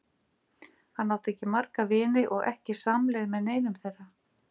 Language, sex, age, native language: Icelandic, female, 50-59, Icelandic